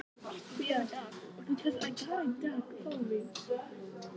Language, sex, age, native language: Icelandic, female, 14, Icelandic